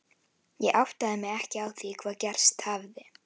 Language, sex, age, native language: Icelandic, female, 11, Icelandic